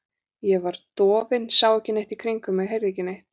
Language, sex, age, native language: Icelandic, female, 40-49, Icelandic